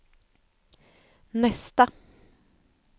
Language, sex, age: Swedish, female, 28